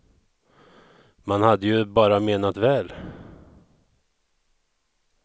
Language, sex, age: Swedish, male, 41